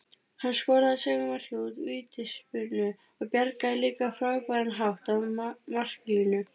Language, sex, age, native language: Icelandic, female, 30-39, Icelandic